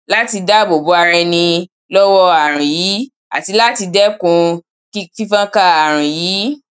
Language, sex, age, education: Yoruba, female, 15-29, primary